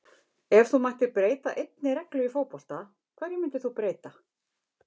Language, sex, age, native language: Icelandic, female, 50-59, Icelandic